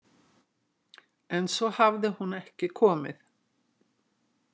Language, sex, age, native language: Icelandic, female, 60-69, Icelandic